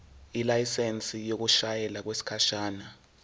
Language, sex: Zulu, male